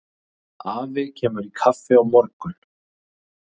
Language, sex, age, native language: Icelandic, male, 30-39, Icelandic